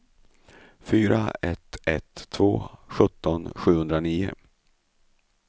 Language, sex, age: Swedish, male, 35